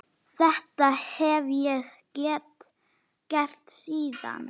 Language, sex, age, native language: Icelandic, female, 9, Icelandic